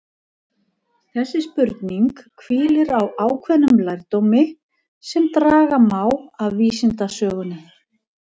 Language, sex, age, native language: Icelandic, female, 50-59, Icelandic